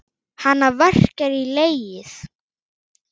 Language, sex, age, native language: Icelandic, male, 7, Icelandic